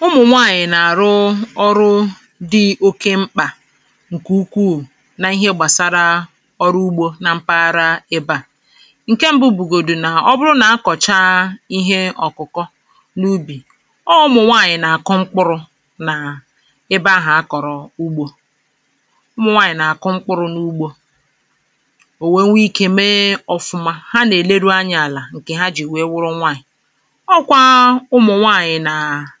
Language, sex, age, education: Igbo, female, 15-29, tertiary